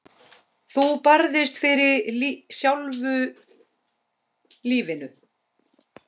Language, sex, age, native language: Icelandic, female, 10, Icelandic